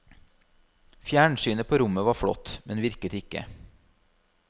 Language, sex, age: Norwegian, male, 32